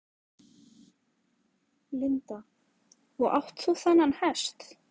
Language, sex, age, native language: Icelandic, female, 20-29, Icelandic